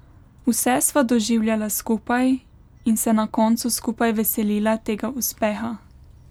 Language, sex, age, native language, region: Slovenian, female, 18-29, Slovenian, Pomurje region